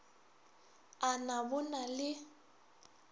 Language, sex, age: Northern Sotho, female, 21